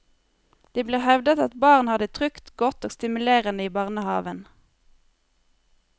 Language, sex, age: Norwegian, female, 23